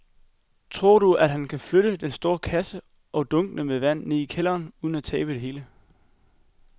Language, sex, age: Danish, male, 21